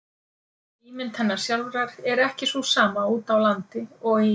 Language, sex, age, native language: Icelandic, female, 50-59, Icelandic